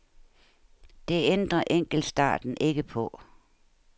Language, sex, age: Danish, female, 69